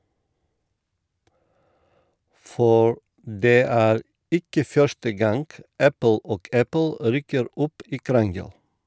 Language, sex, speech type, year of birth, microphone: Norwegian, male, read, 1958, Shure